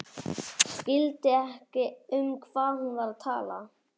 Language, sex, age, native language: Icelandic, male, 11, Icelandic